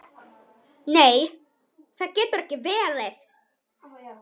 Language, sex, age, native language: Icelandic, female, 10, Icelandic